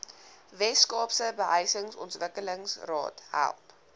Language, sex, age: Afrikaans, female, 19